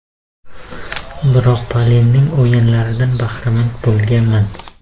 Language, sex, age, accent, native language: Uzbek, male, 18-24, Qashqadaryo, Uzbek